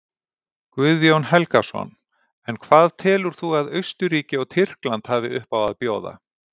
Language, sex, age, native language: Icelandic, male, 40-49, Icelandic